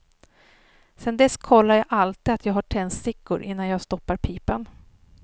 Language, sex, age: Swedish, female, 39